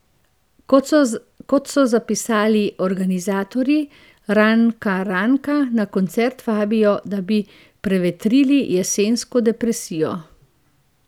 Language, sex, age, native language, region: Slovenian, female, 50-59, Slovenian, Central Slovenia